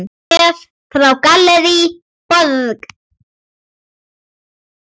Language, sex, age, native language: Icelandic, female, 8, Icelandic